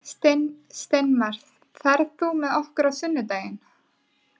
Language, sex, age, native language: Icelandic, female, 20-29, Icelandic